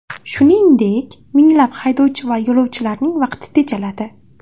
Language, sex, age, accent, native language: Uzbek, female, 18-24, Andijon, Uzbek